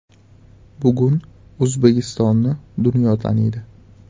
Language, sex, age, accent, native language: Uzbek, male, 18-24, Farg'ona, Uzbek